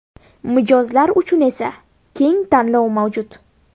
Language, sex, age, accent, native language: Uzbek, female, 18-24, Buxoro, Uzbek